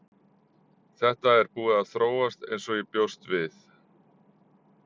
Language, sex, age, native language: Icelandic, male, 40-49, Icelandic